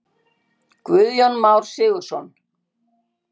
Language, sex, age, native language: Icelandic, female, 60-69, Icelandic